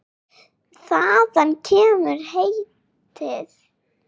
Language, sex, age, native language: Icelandic, female, 8, Icelandic